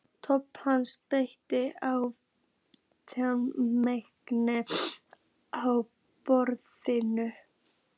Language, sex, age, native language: Icelandic, female, 14, Icelandic